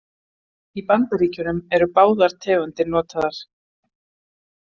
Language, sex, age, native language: Icelandic, female, 50-59, Icelandic